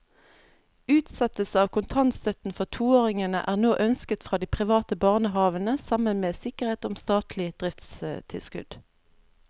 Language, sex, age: Norwegian, female, 32